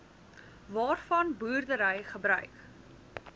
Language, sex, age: Afrikaans, female, 19